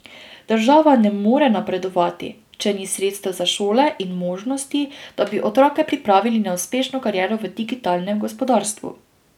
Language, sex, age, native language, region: Slovenian, female, 18-29, Slovenian, Drava region